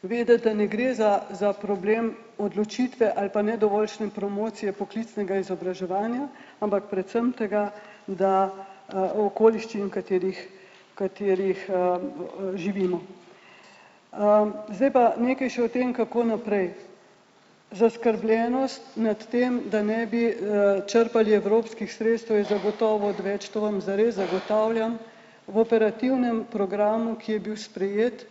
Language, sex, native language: Slovenian, male, Slovenian